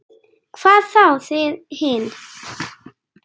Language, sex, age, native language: Icelandic, female, 10, Icelandic